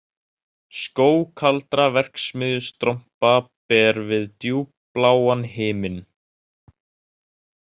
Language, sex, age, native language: Icelandic, male, 18-19, Icelandic